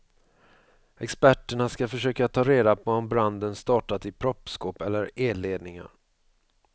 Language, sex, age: Swedish, male, 45